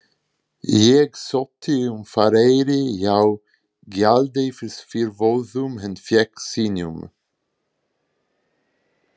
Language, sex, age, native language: Icelandic, male, 20-29, Italian